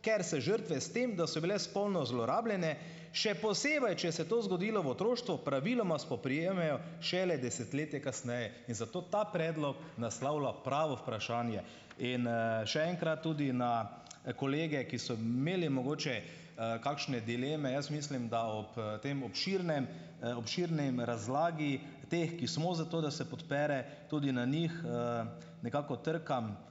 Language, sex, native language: Slovenian, male, Slovenian